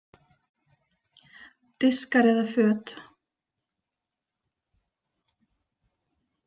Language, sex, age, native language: Icelandic, female, 30-39, Icelandic